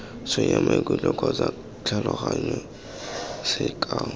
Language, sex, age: Tswana, male, 19